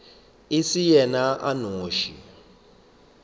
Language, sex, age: Northern Sotho, male, 25